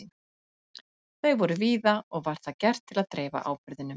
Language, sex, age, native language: Icelandic, female, 50-59, Icelandic